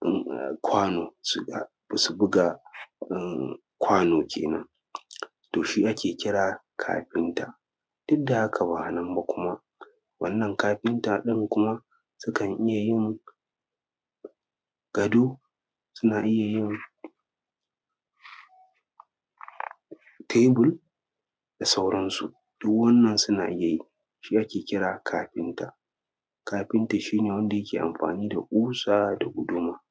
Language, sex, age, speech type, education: Hausa, male, 15-29, spontaneous, secondary